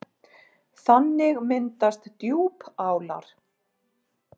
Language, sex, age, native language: Icelandic, female, 40-49, Icelandic